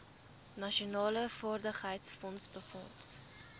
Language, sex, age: Afrikaans, female, 19